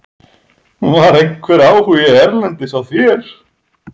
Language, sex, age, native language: Icelandic, male, 30-39, Icelandic